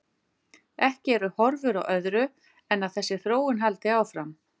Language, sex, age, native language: Icelandic, female, 50-59, Icelandic